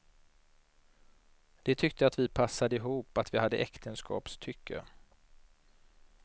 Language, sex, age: Swedish, male, 39